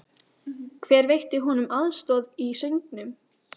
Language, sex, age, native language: Icelandic, female, 15, Icelandic